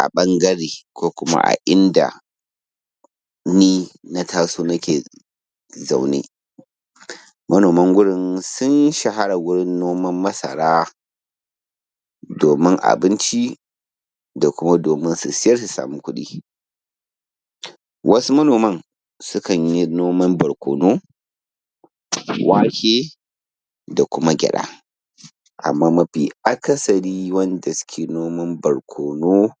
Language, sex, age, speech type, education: Hausa, male, 15-29, spontaneous, primary